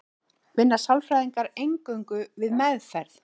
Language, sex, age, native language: Icelandic, female, 40-49, Icelandic